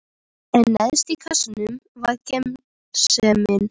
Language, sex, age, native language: Icelandic, female, 13, Icelandic